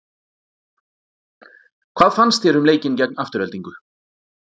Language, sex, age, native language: Icelandic, male, 40-49, Icelandic